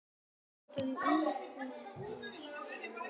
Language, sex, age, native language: Icelandic, female, 8, Icelandic